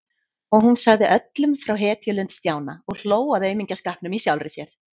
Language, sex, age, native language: Icelandic, female, 30-39, Icelandic